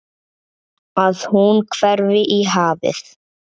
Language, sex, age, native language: Icelandic, male, 7, Icelandic